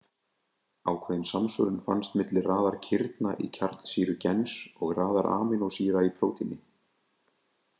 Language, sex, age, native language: Icelandic, male, 20-29, Icelandic